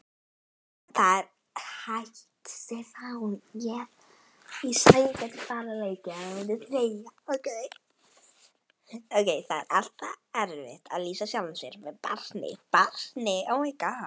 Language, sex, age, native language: Icelandic, female, 12, Icelandic